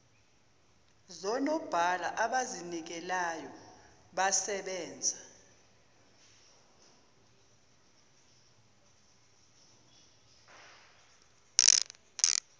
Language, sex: Zulu, female